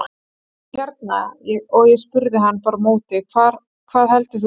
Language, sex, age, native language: Icelandic, female, 30-39, Icelandic